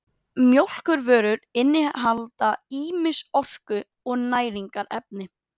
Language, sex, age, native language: Icelandic, female, 30-39, Icelandic